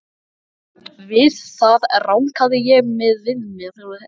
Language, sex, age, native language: Icelandic, male, 14, Icelandic